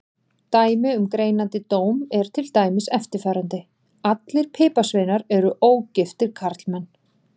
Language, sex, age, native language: Icelandic, female, 40-49, Icelandic